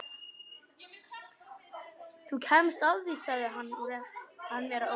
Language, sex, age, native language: Icelandic, male, 12, Icelandic